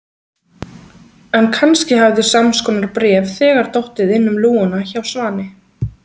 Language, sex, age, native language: Icelandic, female, 20-29, Icelandic